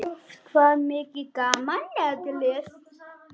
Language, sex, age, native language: Icelandic, male, 9, Icelandic